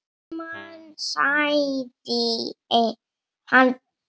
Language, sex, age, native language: Icelandic, female, 7, Icelandic